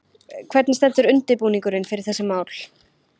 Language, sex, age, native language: Icelandic, female, 20-29, Icelandic